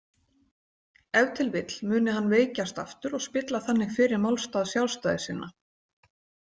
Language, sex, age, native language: Icelandic, female, 40-49, Icelandic